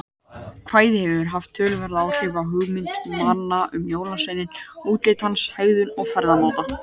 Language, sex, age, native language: Icelandic, male, 18-19, Icelandic